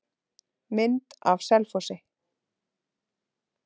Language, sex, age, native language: Icelandic, female, 30-39, Icelandic